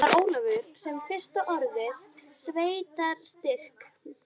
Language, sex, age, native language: Icelandic, female, 11, Icelandic